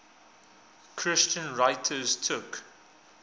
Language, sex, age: English, male, 20